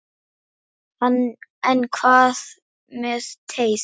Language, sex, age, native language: Icelandic, male, 10, Icelandic